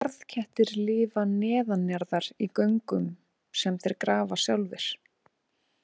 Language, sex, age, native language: Icelandic, female, 30-39, Icelandic